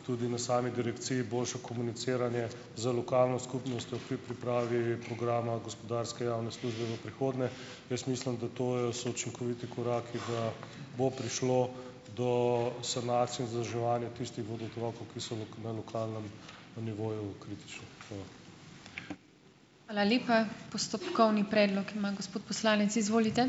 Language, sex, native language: Slovenian, male, Slovenian